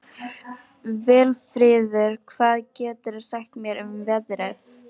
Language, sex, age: Icelandic, female, 18-19